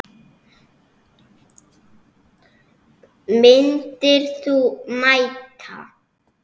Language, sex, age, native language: Icelandic, male, 6, Icelandic